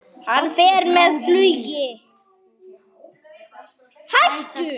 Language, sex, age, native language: Icelandic, male, 9, Icelandic